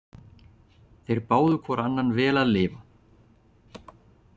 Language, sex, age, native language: Icelandic, male, 40-49, Icelandic